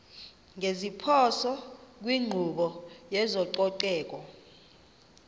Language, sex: Xhosa, female